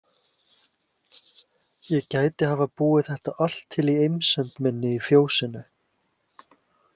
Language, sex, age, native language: Icelandic, male, 20-29, Icelandic